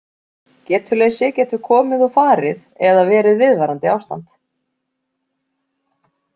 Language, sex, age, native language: Icelandic, female, 40-49, Icelandic